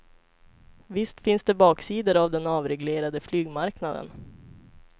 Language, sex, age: Swedish, female, 25